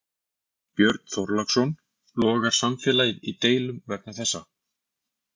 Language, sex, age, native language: Icelandic, male, 40-49, Icelandic